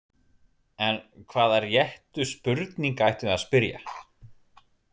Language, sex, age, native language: Icelandic, male, 40-49, Icelandic